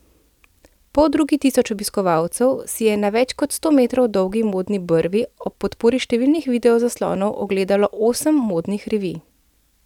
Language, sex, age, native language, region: Slovenian, female, 30-49, Slovenian, Central Slovenia